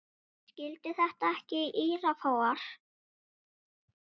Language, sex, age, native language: Icelandic, female, 7, Icelandic